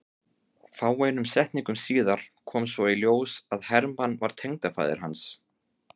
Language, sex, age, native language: Icelandic, male, 30-39, Icelandic